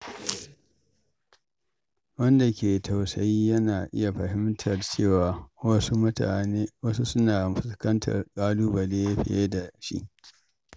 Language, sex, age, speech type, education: Hausa, male, 46-60, read, secondary